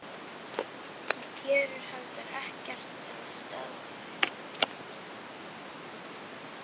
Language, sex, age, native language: Icelandic, male, 11, Icelandic